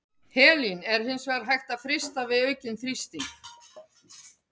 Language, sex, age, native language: Icelandic, female, 50-59, Icelandic